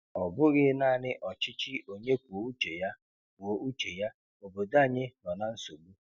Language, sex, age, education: Igbo, male, 30-45, tertiary